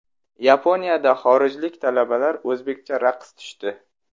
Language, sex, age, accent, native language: Uzbek, male, 25-34, Samarqand, Uzbek